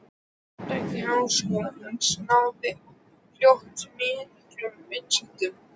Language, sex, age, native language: Icelandic, male, 12, Icelandic